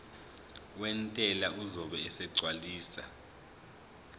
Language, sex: Zulu, male